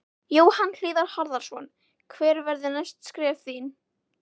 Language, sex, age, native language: Icelandic, female, 11, Icelandic